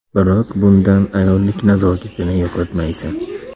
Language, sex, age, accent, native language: Uzbek, male, 25-34, Andijon, Uzbek